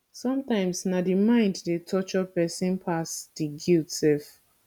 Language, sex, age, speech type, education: Nigerian Pidgin, female, 15-29, spontaneous, tertiary